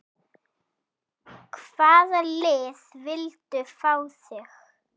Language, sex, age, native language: Icelandic, female, 7, Icelandic